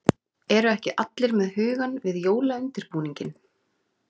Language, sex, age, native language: Icelandic, female, 30-39, Icelandic